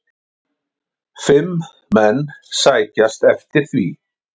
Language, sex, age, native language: Icelandic, male, 50-59, Icelandic